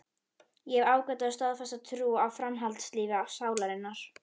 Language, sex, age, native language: Icelandic, female, 11, Icelandic